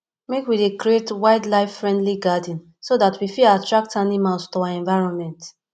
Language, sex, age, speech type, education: Nigerian Pidgin, female, 15-29, spontaneous, tertiary